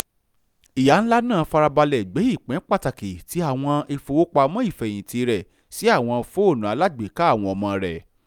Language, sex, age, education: Yoruba, male, 15-29, tertiary